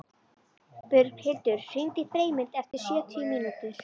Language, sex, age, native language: Icelandic, female, 11, Icelandic